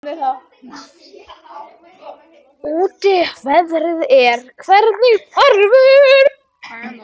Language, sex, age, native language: Icelandic, female, 13, Icelandic